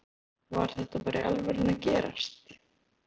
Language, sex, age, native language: Icelandic, female, 20-29, Icelandic